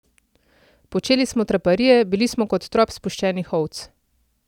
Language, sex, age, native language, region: Slovenian, female, 30-49, Slovenian, Central Slovenia